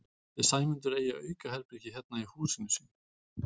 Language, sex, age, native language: Icelandic, male, 40-49, Icelandic